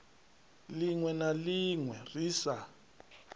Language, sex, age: Venda, male, 39